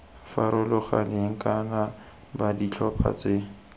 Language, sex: Tswana, male